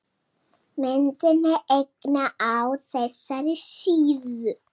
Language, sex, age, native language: Icelandic, female, 20-29, Icelandic